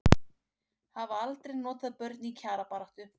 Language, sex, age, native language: Icelandic, female, 18-19, Icelandic